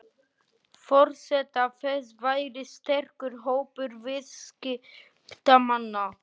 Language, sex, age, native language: Icelandic, male, 20-29, Icelandic